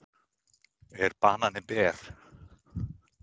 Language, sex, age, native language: Icelandic, male, 30-39, Icelandic